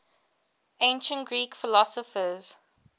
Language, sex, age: English, female, 22